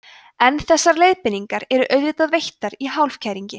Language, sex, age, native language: Icelandic, female, 20-29, Icelandic